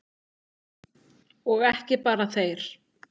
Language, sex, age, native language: Icelandic, female, 9, Icelandic